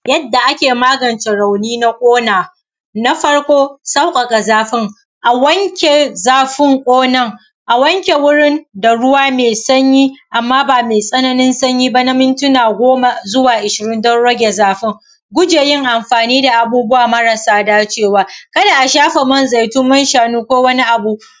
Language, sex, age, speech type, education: Hausa, female, 30-45, spontaneous, primary